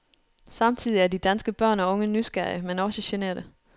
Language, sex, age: Danish, female, 29